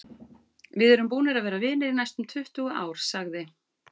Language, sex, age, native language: Icelandic, female, 40-49, Icelandic